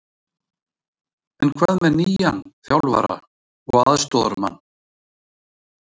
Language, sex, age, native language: Icelandic, male, 60-69, Icelandic